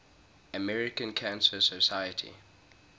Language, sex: English, male